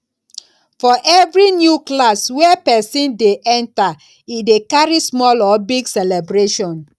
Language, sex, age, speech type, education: Nigerian Pidgin, female, 30-45, spontaneous, tertiary